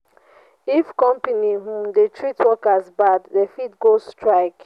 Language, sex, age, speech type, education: Nigerian Pidgin, female, 15-29, spontaneous, tertiary